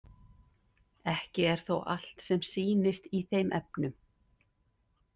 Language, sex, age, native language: Icelandic, female, 50-59, Icelandic